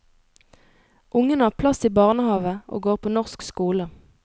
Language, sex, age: Norwegian, female, 22